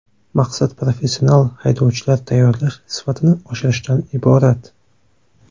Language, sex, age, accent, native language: Uzbek, male, 18-24, Toshkent shahri, Uzbek